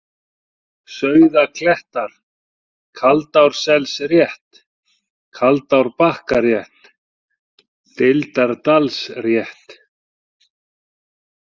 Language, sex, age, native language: Icelandic, male, 40-49, Icelandic